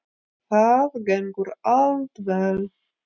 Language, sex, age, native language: Icelandic, female, 30-39, Icelandic